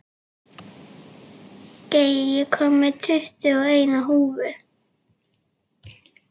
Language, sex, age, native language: Icelandic, female, 11, Icelandic